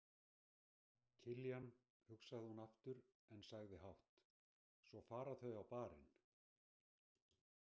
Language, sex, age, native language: Icelandic, female, 60-69, Icelandic